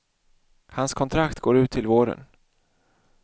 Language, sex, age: Swedish, male, 31